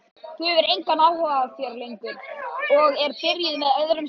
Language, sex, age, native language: Icelandic, male, 18-19, Icelandic